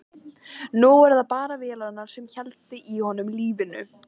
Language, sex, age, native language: Icelandic, female, 14, Icelandic